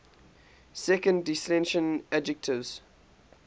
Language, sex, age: English, male, 18